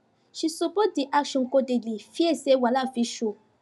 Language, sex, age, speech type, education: Nigerian Pidgin, female, 15-29, spontaneous, tertiary